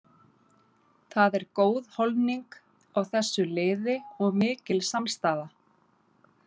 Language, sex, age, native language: Icelandic, female, 30-39, Icelandic